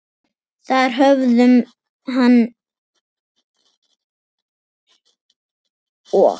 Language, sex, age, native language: Icelandic, female, 10, Icelandic